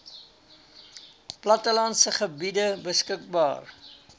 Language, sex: Afrikaans, male